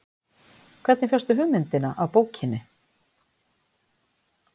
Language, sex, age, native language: Icelandic, female, 50-59, Icelandic